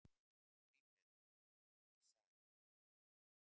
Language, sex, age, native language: Icelandic, male, 60-69, Icelandic